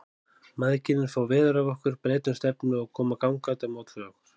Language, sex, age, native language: Icelandic, male, 30-39, Icelandic